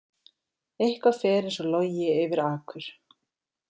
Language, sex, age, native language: Icelandic, female, 40-49, Icelandic